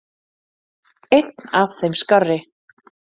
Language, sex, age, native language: Icelandic, female, 30-39, Icelandic